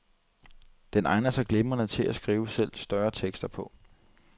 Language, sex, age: Danish, male, 30